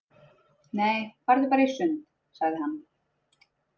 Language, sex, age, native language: Icelandic, female, 30-39, Icelandic